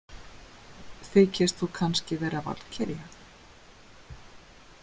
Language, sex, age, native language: Icelandic, female, 30-39, Icelandic